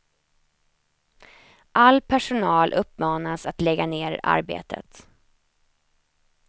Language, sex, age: Swedish, female, 28